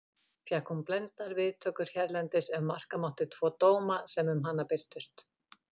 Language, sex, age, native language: Icelandic, female, 50-59, Icelandic